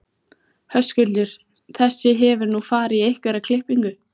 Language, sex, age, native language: Icelandic, female, 14, Icelandic